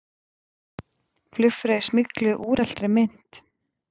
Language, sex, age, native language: Icelandic, female, 20-29, Icelandic